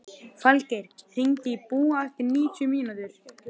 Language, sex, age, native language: Icelandic, male, 11, Icelandic